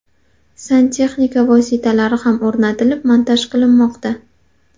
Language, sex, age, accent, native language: Uzbek, female, 18-24, Qashqadaryo, Uzbek